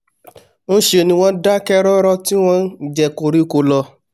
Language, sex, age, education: Yoruba, male, 30-45, tertiary